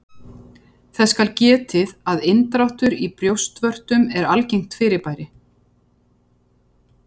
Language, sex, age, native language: Icelandic, female, 50-59, Icelandic